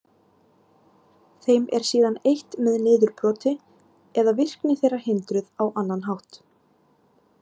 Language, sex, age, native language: Icelandic, female, 18-19, Icelandic